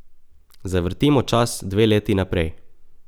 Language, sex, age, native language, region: Slovenian, male, 18-29, Slovenian, Coastal Karst region